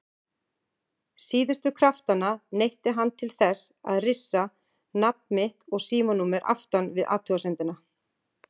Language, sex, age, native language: Icelandic, female, 40-49, Icelandic